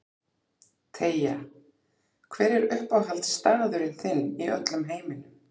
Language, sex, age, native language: Icelandic, female, 40-49, Icelandic